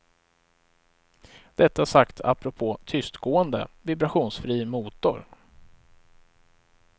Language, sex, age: Swedish, male, 35